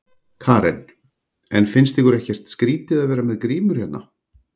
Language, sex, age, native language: Icelandic, male, 40-49, Icelandic